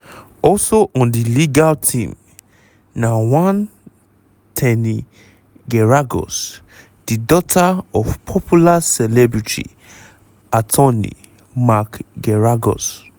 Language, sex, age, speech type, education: Nigerian Pidgin, male, 15-29, spontaneous, tertiary